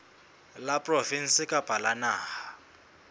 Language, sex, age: Southern Sotho, male, 20